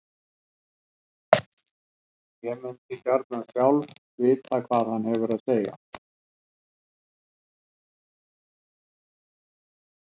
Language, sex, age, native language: Icelandic, male, 60-69, Icelandic